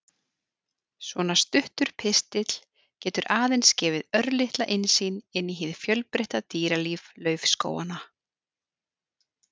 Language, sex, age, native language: Icelandic, female, 40-49, Icelandic